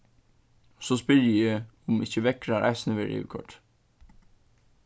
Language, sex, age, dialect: Faroese, male, 15-35, Suðurstreymoy